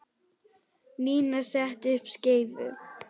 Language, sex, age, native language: Icelandic, male, 10, Icelandic